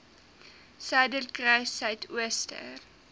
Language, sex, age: Afrikaans, female, 19